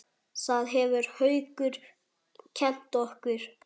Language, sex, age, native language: Icelandic, male, 10, Icelandic